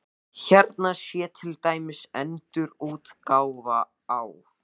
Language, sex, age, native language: Icelandic, male, 14, Icelandic